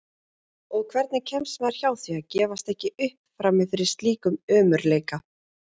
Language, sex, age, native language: Icelandic, female, 40-49, Icelandic